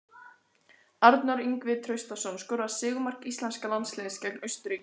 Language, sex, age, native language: Icelandic, female, 18-19, Icelandic